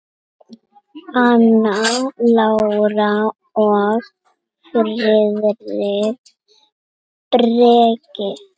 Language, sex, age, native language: Icelandic, other, 6, Icelandic